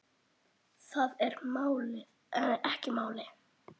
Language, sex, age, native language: Icelandic, male, 8, Icelandic